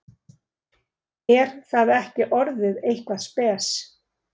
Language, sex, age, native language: Icelandic, female, 40-49, Icelandic